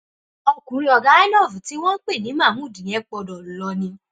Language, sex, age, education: Yoruba, female, 15-29, tertiary